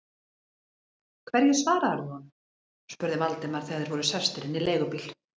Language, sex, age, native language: Icelandic, female, 40-49, Icelandic